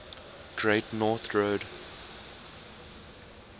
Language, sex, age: English, male, 19